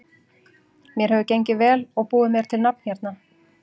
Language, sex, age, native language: Icelandic, female, 40-49, Icelandic